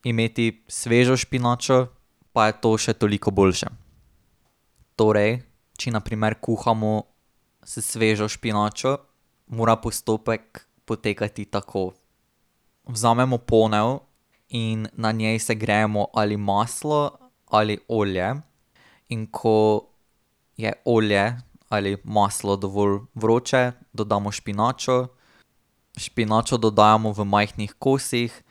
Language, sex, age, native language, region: Slovenian, male, 18-29, Slovenian, Drava region